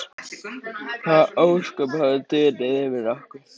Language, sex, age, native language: Icelandic, male, 13, Icelandic